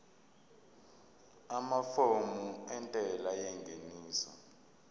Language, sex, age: Zulu, male, 22